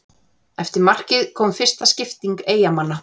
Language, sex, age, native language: Icelandic, female, 40-49, Icelandic